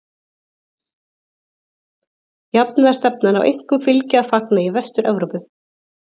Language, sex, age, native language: Icelandic, female, 30-39, Icelandic